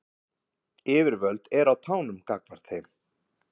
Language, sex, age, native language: Icelandic, male, 50-59, Icelandic